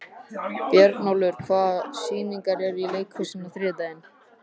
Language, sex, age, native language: Icelandic, male, 13, Icelandic